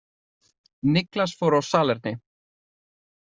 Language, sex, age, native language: Icelandic, male, 30-39, Icelandic